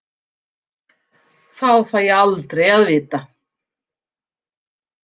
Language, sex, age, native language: Icelandic, female, 50-59, Icelandic